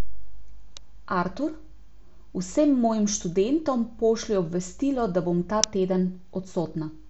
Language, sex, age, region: Slovenian, female, 18-29, Abroad